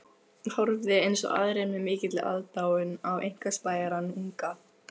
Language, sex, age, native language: Icelandic, female, 15, Icelandic